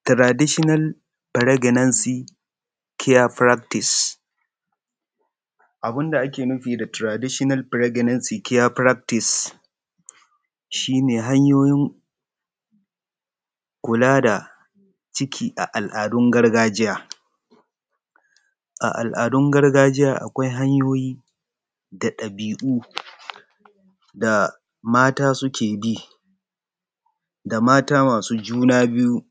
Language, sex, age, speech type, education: Hausa, male, 30-45, spontaneous, tertiary